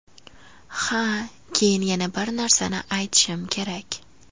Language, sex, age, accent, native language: Uzbek, female, 18-24, Andijon, Uzbek